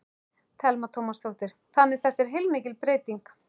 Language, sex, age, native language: Icelandic, male, 11, Icelandic